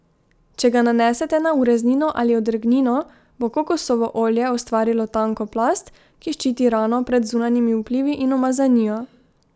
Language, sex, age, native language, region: Slovenian, female, 18-29, Slovenian, Drava region